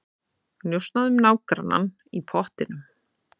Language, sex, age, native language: Icelandic, female, 30-39, Icelandic